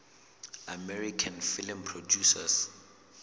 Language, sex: Southern Sotho, male